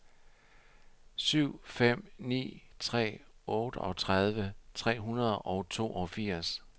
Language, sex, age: Danish, male, 60